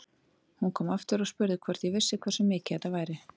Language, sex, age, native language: Icelandic, female, 30-39, Icelandic